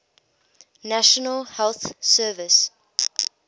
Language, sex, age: English, female, 21